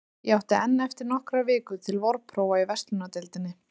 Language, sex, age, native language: Icelandic, female, 30-39, Icelandic